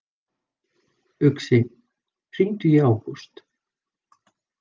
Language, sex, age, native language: Icelandic, male, 40-49, Icelandic